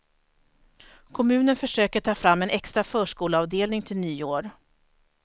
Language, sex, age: Swedish, female, 43